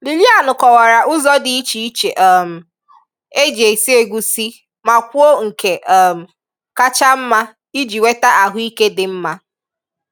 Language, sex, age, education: Igbo, female, 15-29, tertiary